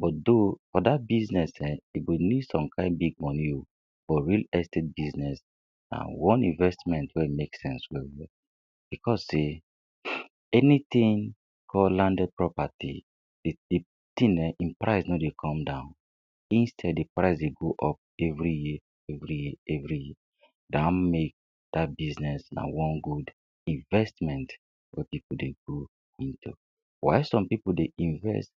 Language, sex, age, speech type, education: Nigerian Pidgin, female, 60+, spontaneous, secondary